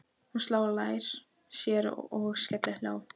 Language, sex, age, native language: Icelandic, female, 12, Icelandic